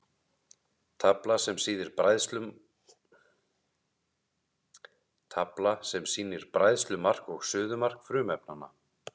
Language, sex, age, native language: Icelandic, male, 30-39, Icelandic